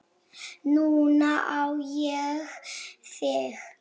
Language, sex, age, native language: Icelandic, female, 7, Polish